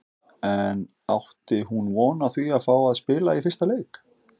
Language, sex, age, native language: Icelandic, male, 50-59, Icelandic